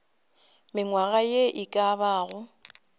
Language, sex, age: Northern Sotho, female, 25